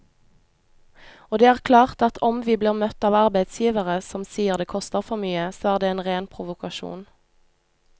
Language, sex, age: Norwegian, female, 25